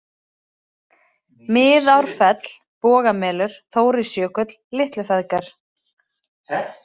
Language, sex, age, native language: Icelandic, female, 30-39, Icelandic